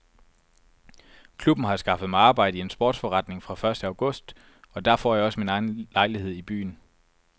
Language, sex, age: Danish, male, 24